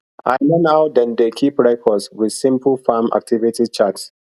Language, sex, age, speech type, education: Nigerian Pidgin, male, 15-29, spontaneous, tertiary